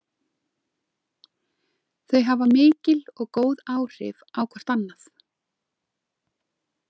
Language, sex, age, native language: Icelandic, female, 30-39, Icelandic